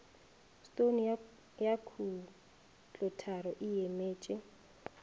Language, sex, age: Northern Sotho, female, 21